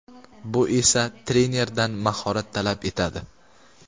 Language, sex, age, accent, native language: Uzbek, male, 18-24, Qashqadaryo, Uzbek